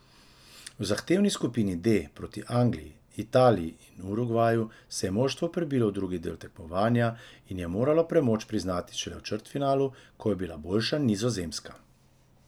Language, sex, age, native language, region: Slovenian, male, 30-49, Slovenian, Drava region